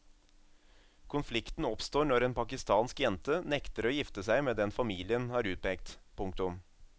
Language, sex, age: Norwegian, male, 27